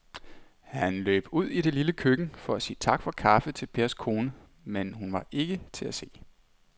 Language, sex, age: Danish, male, 29